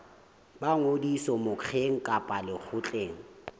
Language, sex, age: Southern Sotho, male, 18